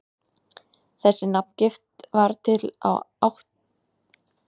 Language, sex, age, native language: Icelandic, female, 30-39, Icelandic